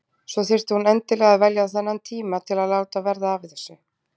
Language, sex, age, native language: Icelandic, female, 20-29, Icelandic